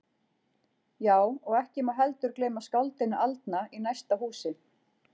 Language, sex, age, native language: Icelandic, female, 40-49, Icelandic